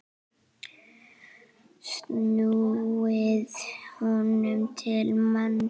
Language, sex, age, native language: Icelandic, female, 8, Icelandic